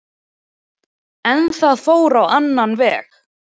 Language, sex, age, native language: Icelandic, female, 20-29, Icelandic